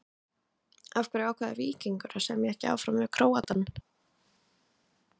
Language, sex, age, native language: Icelandic, other, 20-29, Icelandic